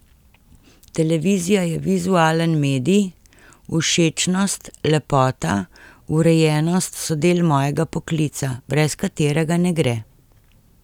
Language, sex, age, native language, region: Slovenian, female, 50-59, Slovenian, Central Slovenia